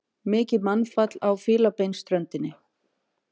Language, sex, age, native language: Icelandic, female, 50-59, Icelandic